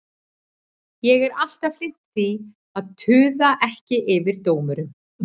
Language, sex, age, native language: Icelandic, female, 40-49, Icelandic